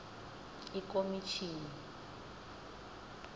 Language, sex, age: South Ndebele, female, 20